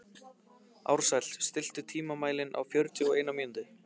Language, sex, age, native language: Icelandic, male, 15, Icelandic